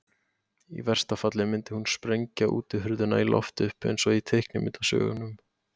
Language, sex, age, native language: Icelandic, male, 18-19, Icelandic